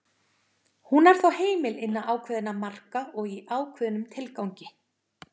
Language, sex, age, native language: Icelandic, female, 50-59, Icelandic